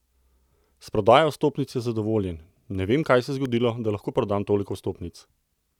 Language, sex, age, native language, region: Slovenian, male, 30-49, Slovenian, Central Slovenia